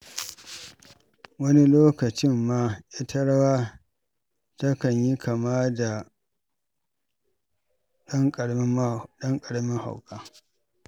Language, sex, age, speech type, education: Hausa, male, 46-60, read, secondary